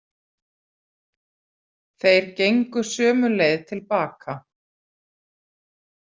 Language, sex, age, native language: Icelandic, female, 40-49, Icelandic